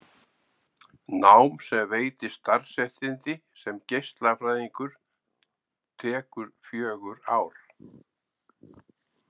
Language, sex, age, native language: Icelandic, male, 70-79, Icelandic